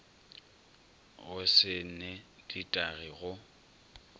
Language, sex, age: Northern Sotho, male, 22